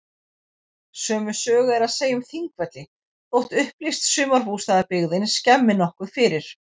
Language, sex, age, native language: Icelandic, female, 40-49, Icelandic